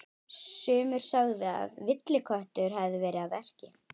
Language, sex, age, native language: Icelandic, female, 12, Icelandic